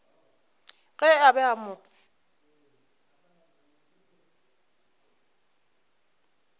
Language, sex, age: Northern Sotho, female, 25